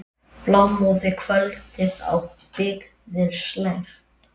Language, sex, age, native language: Icelandic, male, 8, Icelandic